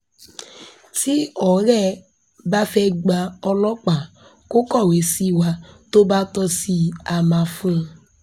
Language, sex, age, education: Yoruba, female, 15-29, tertiary